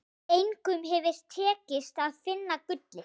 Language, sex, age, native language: Icelandic, female, 8, Icelandic